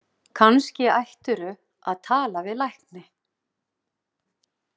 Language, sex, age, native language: Icelandic, female, 30-39, Icelandic